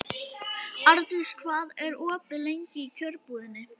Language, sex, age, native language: Icelandic, female, 11, Icelandic